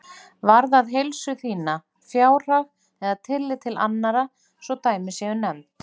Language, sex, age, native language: Icelandic, female, 40-49, Icelandic